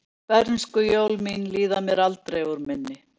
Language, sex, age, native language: Icelandic, female, 60-69, Icelandic